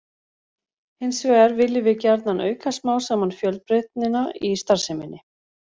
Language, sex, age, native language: Icelandic, other, 40-49, Icelandic